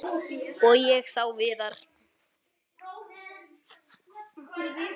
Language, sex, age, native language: Icelandic, male, 9, Icelandic